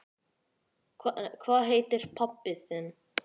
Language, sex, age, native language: Icelandic, male, 9, Icelandic